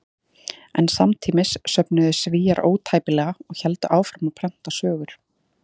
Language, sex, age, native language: Icelandic, female, 30-39, Icelandic